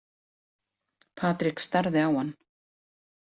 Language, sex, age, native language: Icelandic, female, 40-49, Icelandic